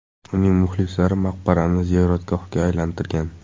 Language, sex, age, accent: Uzbek, male, 18-24, Qoraqalpog'iston